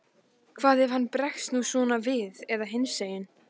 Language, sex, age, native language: Icelandic, female, 14, Icelandic